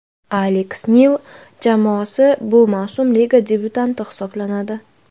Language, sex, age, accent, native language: Uzbek, female, 18-24, Navoiy, Uzbek